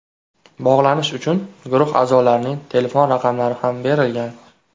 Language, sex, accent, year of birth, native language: Uzbek, male, Toshkent viloyati, 2000, Uzbek